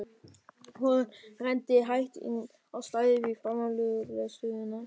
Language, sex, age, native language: Icelandic, male, 13, German